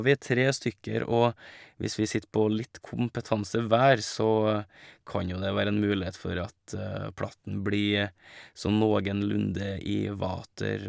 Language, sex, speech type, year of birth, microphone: Norwegian, male, spontaneous, 1985, Shure